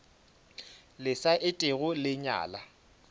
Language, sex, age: Northern Sotho, male, 24